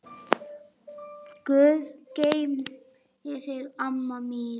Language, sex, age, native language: Icelandic, female, 8, Icelandic